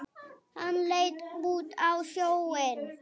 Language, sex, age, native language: Icelandic, female, 8, Icelandic